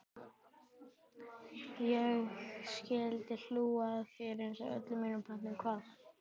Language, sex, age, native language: Icelandic, male, 11, Icelandic